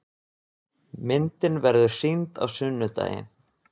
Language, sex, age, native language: Icelandic, male, 20-29, Icelandic